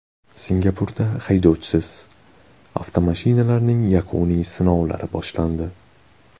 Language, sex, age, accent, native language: Uzbek, male, 18-24, Qashqadaryo, Uzbek